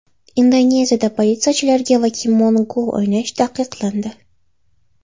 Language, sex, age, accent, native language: Uzbek, female, 18-24, Toshkent shahri, Uzbek